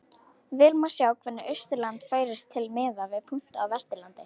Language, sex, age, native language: Icelandic, female, 18-19, Icelandic